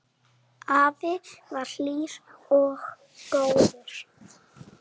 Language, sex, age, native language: Icelandic, female, 7, Icelandic